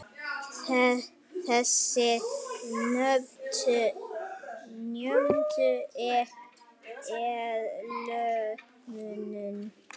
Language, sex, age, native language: Icelandic, female, 40-49, Icelandic